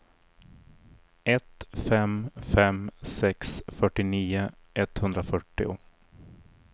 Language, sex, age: Swedish, male, 40